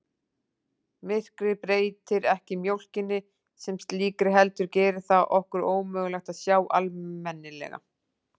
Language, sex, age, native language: Icelandic, female, 40-49, Icelandic